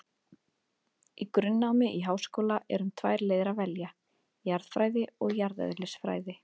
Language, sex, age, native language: Icelandic, female, 30-39, Icelandic